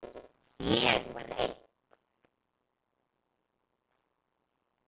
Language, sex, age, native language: Icelandic, female, 10, Icelandic